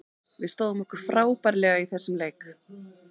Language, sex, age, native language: Icelandic, female, 30-39, Icelandic